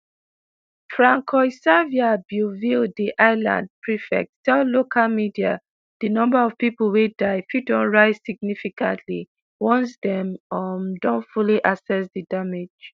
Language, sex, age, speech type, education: Nigerian Pidgin, male, 30-45, spontaneous, tertiary